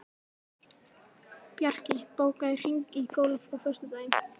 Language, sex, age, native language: Icelandic, female, 13, Icelandic